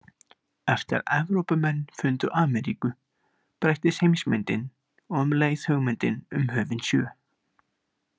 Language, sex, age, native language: Icelandic, male, 18-19, Icelandic